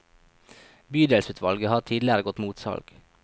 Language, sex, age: Norwegian, male, 23